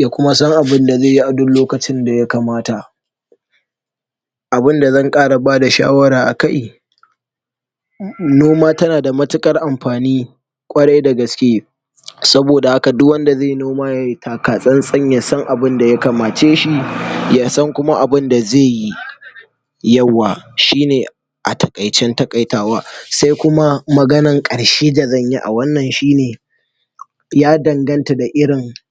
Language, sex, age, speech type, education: Hausa, male, 46-60, spontaneous, tertiary